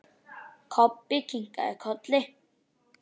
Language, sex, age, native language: Icelandic, male, 9, Icelandic